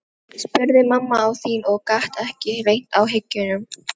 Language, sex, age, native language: Icelandic, female, 12, Filipino